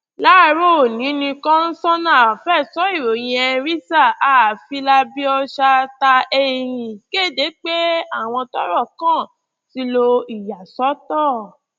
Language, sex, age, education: Yoruba, female, 15-29, tertiary